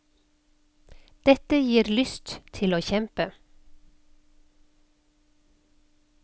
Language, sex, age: Norwegian, female, 56